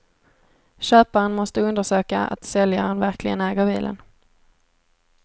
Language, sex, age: Swedish, female, 17